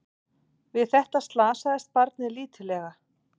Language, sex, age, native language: Icelandic, female, 40-49, Icelandic